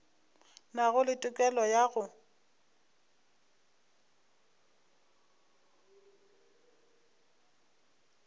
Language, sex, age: Northern Sotho, female, 25